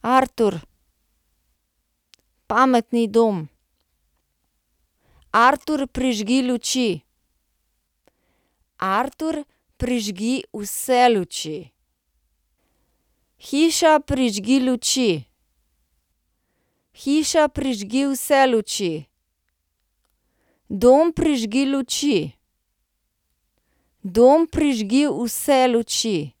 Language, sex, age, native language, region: Slovenian, female, 30-49, Slovenian, Central Slovenia